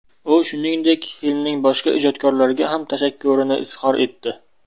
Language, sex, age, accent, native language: Uzbek, male, 19-29, Namangan, Uzbek